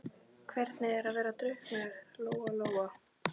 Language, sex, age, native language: Icelandic, female, 12, Icelandic